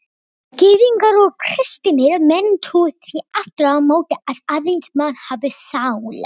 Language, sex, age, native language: Icelandic, other, 18-19, Icelandic